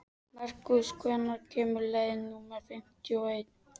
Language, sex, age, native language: Icelandic, male, 13, Icelandic